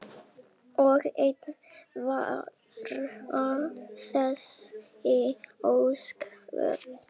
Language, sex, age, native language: Icelandic, female, 10, Icelandic